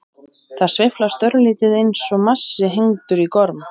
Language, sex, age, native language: Icelandic, male, 20-29, Icelandic